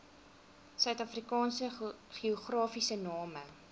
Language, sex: Afrikaans, female